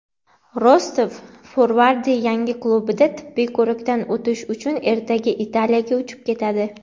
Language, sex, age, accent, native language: Uzbek, female, 18-24, Andijon, Uzbek